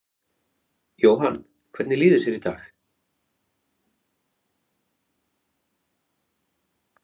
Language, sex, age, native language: Icelandic, male, 30-39, Icelandic